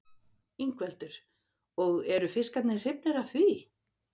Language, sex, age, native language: Icelandic, female, 50-59, Icelandic